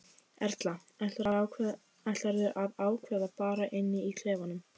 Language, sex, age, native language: Icelandic, female, 15, Icelandic